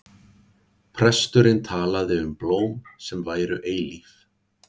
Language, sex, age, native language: Icelandic, male, 40-49, Icelandic